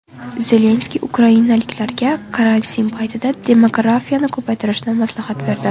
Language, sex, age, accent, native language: Uzbek, female, 18-24, Toshkent shahri, Uzbek